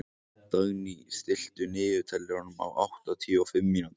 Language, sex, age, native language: Icelandic, male, 18-19, Icelandic